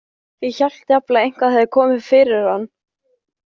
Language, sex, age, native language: Icelandic, female, 15, Icelandic